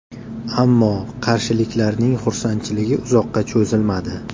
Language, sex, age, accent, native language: Uzbek, male, 25-34, Toshkent viloyati, Uzbek